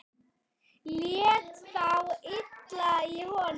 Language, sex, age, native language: Icelandic, male, 8, Icelandic